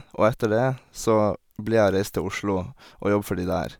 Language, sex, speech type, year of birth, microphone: Norwegian, male, spontaneous, 1989, Sennheiser